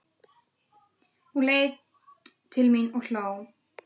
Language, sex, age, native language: Icelandic, female, 12, Icelandic